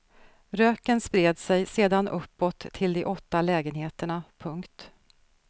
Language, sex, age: Swedish, female, 46